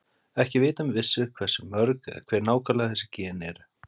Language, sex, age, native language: Icelandic, male, 30-39, Icelandic